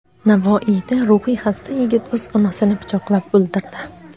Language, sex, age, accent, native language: Uzbek, female, under 19, Xorazm, Uzbek